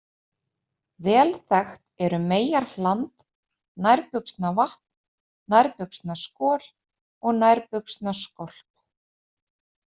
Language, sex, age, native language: Icelandic, female, 30-39, Icelandic